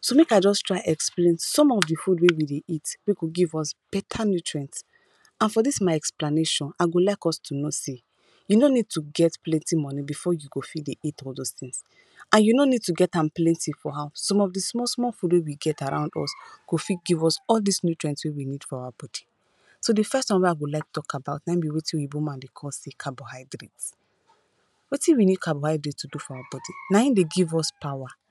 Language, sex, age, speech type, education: Nigerian Pidgin, female, 15-29, spontaneous, tertiary